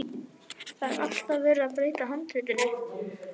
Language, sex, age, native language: Icelandic, female, 11, Icelandic